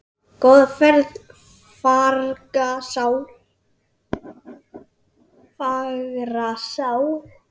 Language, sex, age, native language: Icelandic, female, 10, Icelandic